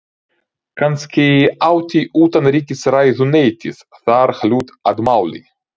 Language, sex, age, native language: Icelandic, male, 30-39, Ukrainian